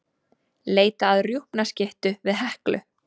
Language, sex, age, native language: Icelandic, female, 20-29, Icelandic